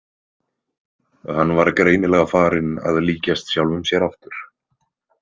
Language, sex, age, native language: Icelandic, male, 20-29, Icelandic